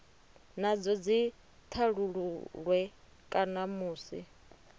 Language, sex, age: Venda, female, 30